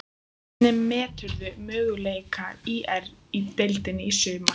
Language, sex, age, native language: Icelandic, female, 15, Icelandic